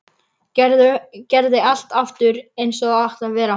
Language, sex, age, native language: Icelandic, male, 11, Icelandic